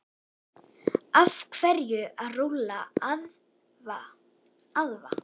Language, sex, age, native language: Icelandic, female, 18-19, Icelandic